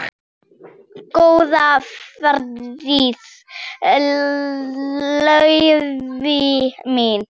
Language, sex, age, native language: Icelandic, female, 7, Icelandic